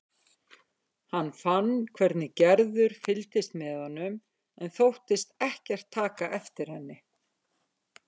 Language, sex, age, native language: Icelandic, female, 50-59, Icelandic